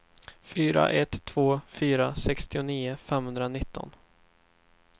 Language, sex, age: Swedish, male, 24